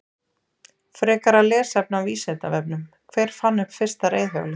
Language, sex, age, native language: Icelandic, female, 30-39, Icelandic